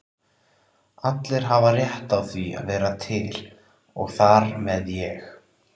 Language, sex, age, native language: Icelandic, male, 30-39, Icelandic